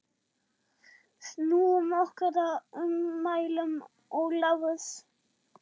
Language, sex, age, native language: Icelandic, male, 6, German